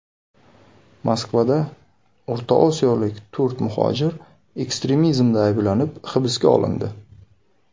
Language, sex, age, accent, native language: Uzbek, male, 19-29, Samarqand, Uzbek